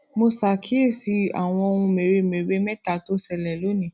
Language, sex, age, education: Yoruba, female, 15-29, tertiary